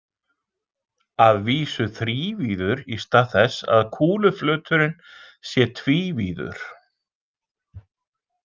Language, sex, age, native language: Icelandic, male, 40-49, Icelandic